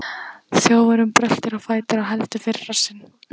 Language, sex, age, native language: Icelandic, female, 14, Icelandic